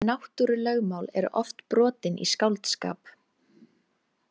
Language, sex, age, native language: Icelandic, female, 18-19, Icelandic